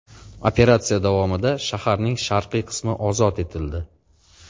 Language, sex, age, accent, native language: Uzbek, male, 35+, Farg'ona, Uzbek